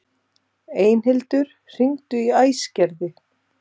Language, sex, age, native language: Icelandic, female, 30-39, Icelandic